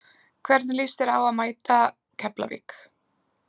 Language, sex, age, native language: Icelandic, female, 20-29, Icelandic